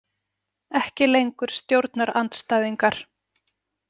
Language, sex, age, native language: Icelandic, female, 40-49, Icelandic